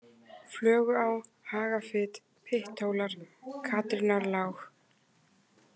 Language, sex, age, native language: Icelandic, female, 20-29, Icelandic